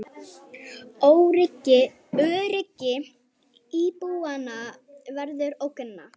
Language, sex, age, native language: Icelandic, male, 18-19, Icelandic